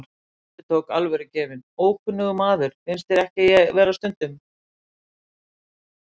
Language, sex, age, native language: Icelandic, female, 60-69, Icelandic